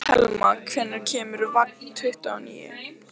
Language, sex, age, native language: Icelandic, female, 15, Lithuanian